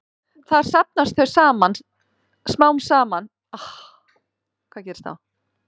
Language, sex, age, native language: Icelandic, female, 30-39, Icelandic